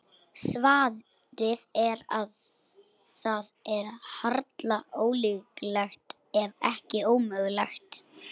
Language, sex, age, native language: Icelandic, female, 60-69, Icelandic